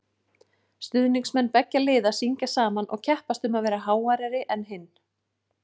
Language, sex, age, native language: Icelandic, female, 40-49, Icelandic